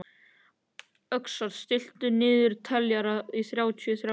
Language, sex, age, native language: Icelandic, male, 13, Icelandic